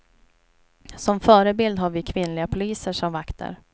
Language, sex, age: Swedish, female, 29